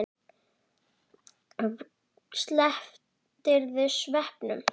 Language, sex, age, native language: Icelandic, female, 11, Icelandic